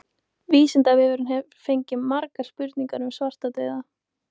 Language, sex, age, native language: Icelandic, female, 18-19, Icelandic